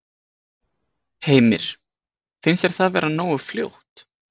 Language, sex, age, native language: Icelandic, male, 20-29, Icelandic